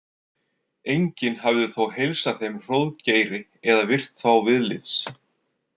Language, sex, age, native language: Icelandic, male, 40-49, Icelandic